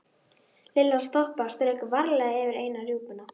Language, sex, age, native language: Icelandic, female, 12, Icelandic